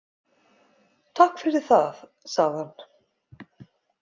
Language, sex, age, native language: Icelandic, female, 50-59, Icelandic